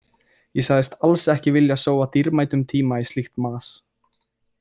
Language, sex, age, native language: Icelandic, male, 20-29, Icelandic